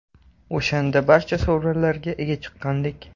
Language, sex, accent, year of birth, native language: Uzbek, male, Toshkent shahri, 2002, Uzbek